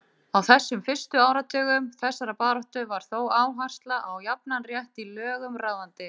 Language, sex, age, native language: Icelandic, female, 30-39, Icelandic